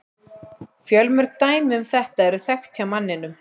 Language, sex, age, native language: Icelandic, female, 40-49, Icelandic